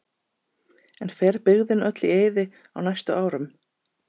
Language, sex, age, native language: Icelandic, female, 30-39, Icelandic